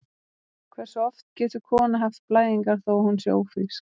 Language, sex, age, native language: Icelandic, female, 30-39, Icelandic